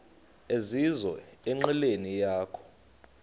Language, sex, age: Xhosa, male, 35